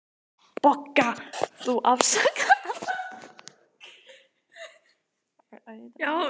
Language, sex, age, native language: Icelandic, female, 18-19, Icelandic